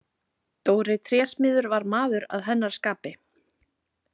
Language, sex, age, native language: Icelandic, female, 40-49, Icelandic